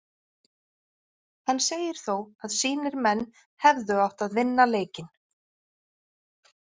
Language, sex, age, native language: Icelandic, female, 40-49, Icelandic